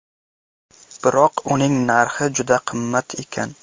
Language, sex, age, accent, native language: Uzbek, male, 18-24, Qashqadaryo, Uzbek